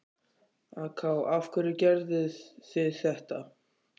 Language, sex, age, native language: Icelandic, male, 14, Icelandic